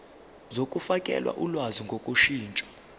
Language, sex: Zulu, male